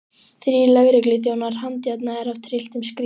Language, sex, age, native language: Icelandic, male, 12, Icelandic